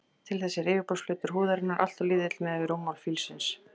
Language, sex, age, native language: Icelandic, female, 40-49, Icelandic